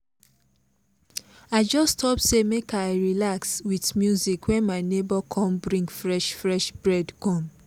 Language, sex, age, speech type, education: Nigerian Pidgin, female, 15-29, spontaneous, tertiary